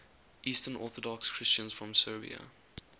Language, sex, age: English, male, 20